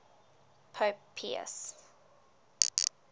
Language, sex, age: English, female, 20